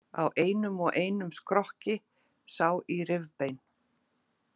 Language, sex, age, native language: Icelandic, female, 40-49, Icelandic